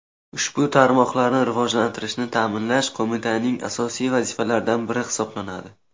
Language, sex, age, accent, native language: Uzbek, male, under 19, Sirdaryo, Uzbek